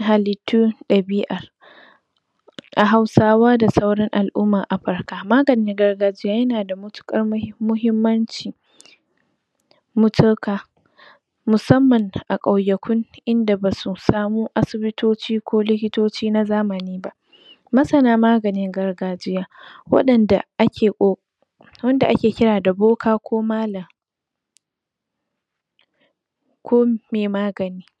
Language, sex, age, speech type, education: Hausa, female, 46-60, spontaneous, tertiary